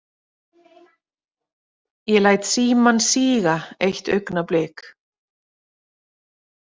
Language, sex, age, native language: Icelandic, female, 30-39, Icelandic